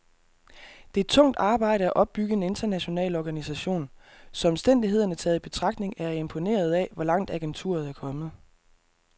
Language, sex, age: Danish, male, 32